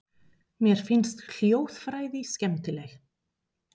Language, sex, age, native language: Icelandic, female, 30-39, Spanish